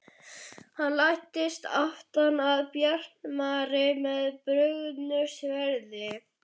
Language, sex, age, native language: Icelandic, male, 11, Icelandic